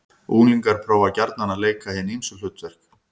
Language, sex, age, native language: Icelandic, male, 50-59, Icelandic